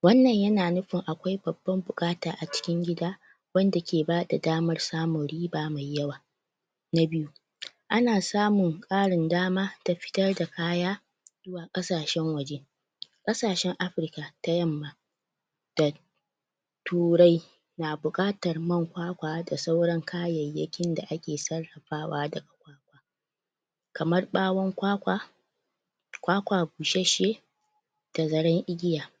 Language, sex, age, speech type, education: Hausa, female, 30-45, spontaneous, tertiary